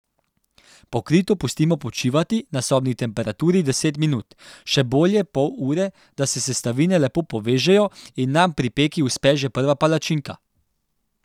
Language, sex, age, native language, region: Slovenian, male, 18-29, Slovenian, Central Slovenia